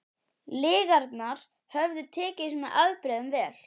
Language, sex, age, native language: Icelandic, male, 12, Icelandic